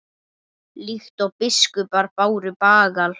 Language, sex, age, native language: Icelandic, male, 30-39, Icelandic